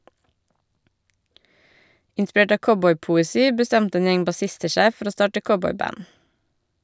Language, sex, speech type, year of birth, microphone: Norwegian, female, read, 1982, Shure